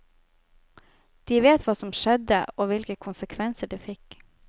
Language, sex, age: Norwegian, female, 25